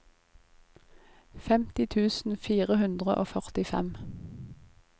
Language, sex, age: Norwegian, female, 25